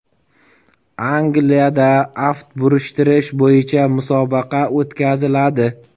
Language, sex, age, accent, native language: Uzbek, male, 25-34, Jizzax, Uzbek